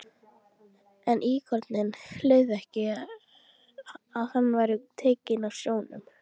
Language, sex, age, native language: Icelandic, female, 12, Icelandic